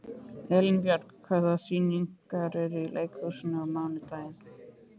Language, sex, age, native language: Icelandic, male, 15, Icelandic